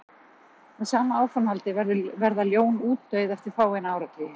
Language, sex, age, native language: Icelandic, female, 40-49, Icelandic